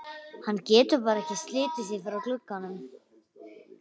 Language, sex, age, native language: Icelandic, female, 11, Icelandic